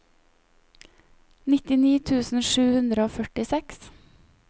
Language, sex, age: Norwegian, female, 25